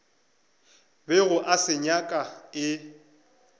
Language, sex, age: Northern Sotho, male, 25